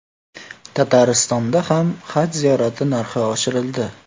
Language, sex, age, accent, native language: Uzbek, male, 18-24, Farg'ona, Uzbek